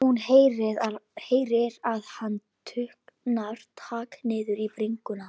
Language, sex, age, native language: Icelandic, female, 12, Icelandic